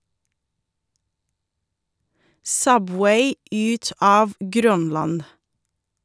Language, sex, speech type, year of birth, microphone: Norwegian, female, read, 1982, Shure